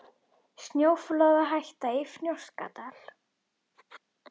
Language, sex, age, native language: Icelandic, female, 21, Icelandic